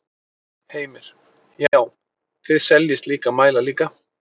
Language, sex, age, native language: Icelandic, male, 30-39, Icelandic